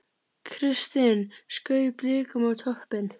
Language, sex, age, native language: Icelandic, female, 30-39, Icelandic